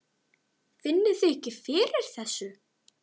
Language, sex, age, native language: Icelandic, male, 9, Icelandic